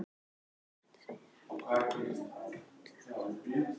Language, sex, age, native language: Icelandic, female, 11, Icelandic